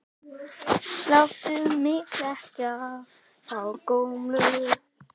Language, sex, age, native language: Icelandic, male, 8, Icelandic